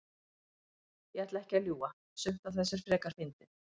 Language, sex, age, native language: Icelandic, female, 50-59, Icelandic